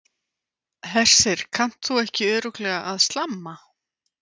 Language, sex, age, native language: Icelandic, female, 50-59, Icelandic